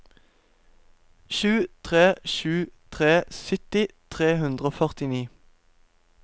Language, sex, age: Norwegian, male, 17